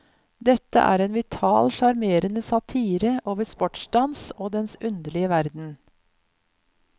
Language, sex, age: Norwegian, female, 50